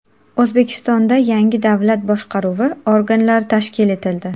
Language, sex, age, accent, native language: Uzbek, female, 18-24, Qashqadaryo, Uzbek